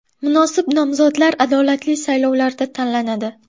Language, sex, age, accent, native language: Uzbek, female, under 19, Buxoro, Uzbek